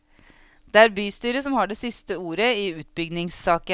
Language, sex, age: Norwegian, female, 36